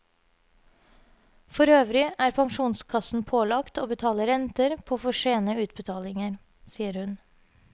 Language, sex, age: Norwegian, female, 30